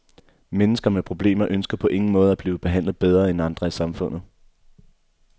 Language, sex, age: Danish, male, 24